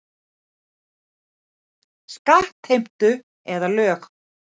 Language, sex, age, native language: Icelandic, female, 40-49, Icelandic